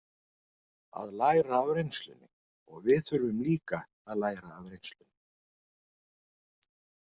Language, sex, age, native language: Icelandic, male, 40-49, Icelandic